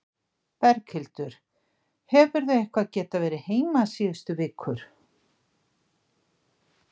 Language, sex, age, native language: Icelandic, female, 60-69, Icelandic